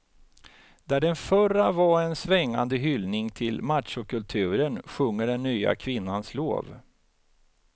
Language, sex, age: Swedish, male, 49